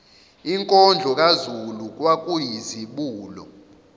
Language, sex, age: Zulu, male, 21